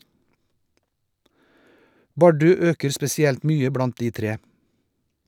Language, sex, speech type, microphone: Norwegian, male, read, Shure